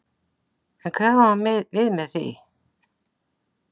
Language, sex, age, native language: Icelandic, female, 60-69, Icelandic